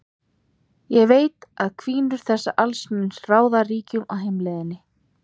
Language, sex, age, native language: Icelandic, female, 30-39, Icelandic